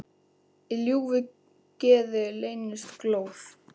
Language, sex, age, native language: Icelandic, male, 10, Icelandic